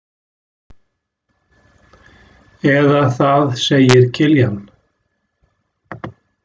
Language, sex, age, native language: Icelandic, male, 60-69, Icelandic